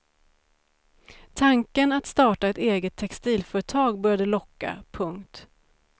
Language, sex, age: Swedish, female, 35